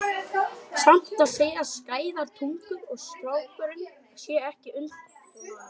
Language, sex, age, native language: Icelandic, male, 12, Icelandic